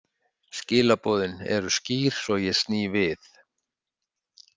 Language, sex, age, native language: Icelandic, male, 60-69, Icelandic